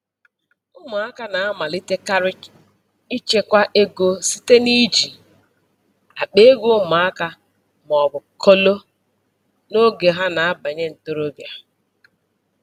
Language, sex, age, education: Igbo, female, 46-60, tertiary